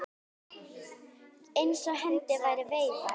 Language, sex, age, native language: Icelandic, female, 10, Icelandic